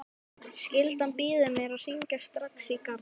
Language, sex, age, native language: Icelandic, female, 12, Icelandic